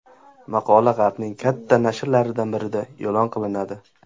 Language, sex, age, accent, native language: Uzbek, male, 18-24, Qashqadaryo, Uzbek